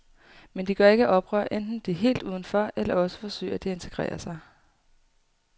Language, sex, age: Danish, female, 18